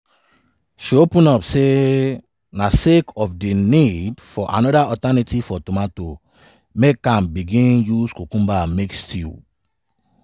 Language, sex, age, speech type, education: Nigerian Pidgin, male, 30-45, spontaneous, tertiary